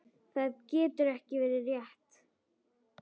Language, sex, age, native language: Icelandic, female, 10, Icelandic